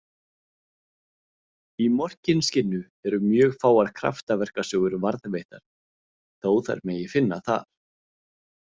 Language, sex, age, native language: Icelandic, male, 30-39, Icelandic